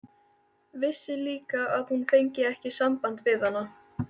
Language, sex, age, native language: Icelandic, female, 13, Icelandic